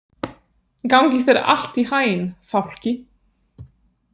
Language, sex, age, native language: Icelandic, female, 30-39, Polish